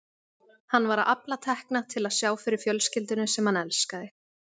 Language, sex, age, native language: Icelandic, female, 20-29, Icelandic